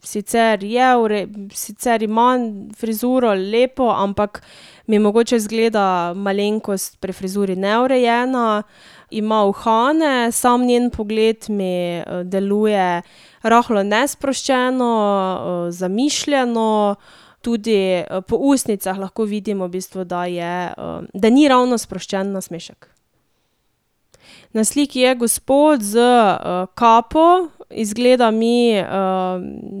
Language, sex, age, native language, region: Slovenian, female, 18-29, Slovenian, Drava region